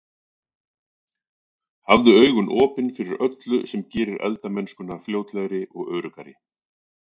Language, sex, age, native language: Icelandic, male, 40-49, Icelandic